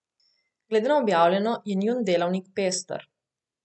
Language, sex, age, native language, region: Slovenian, female, 18-29, Slovenian, Coastal Karst region